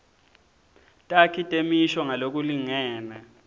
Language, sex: Swati, male